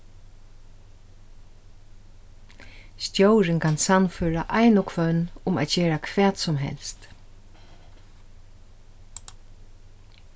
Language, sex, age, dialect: Faroese, female, 36-60, Suðurstreymoy